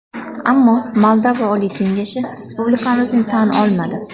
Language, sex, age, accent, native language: Uzbek, female, 19-29, Farg'ona, Uzbek